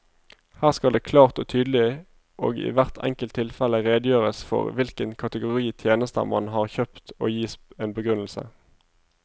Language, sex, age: Norwegian, male, 25